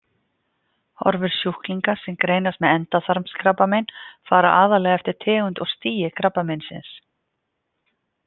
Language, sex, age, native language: Icelandic, female, 50-59, Icelandic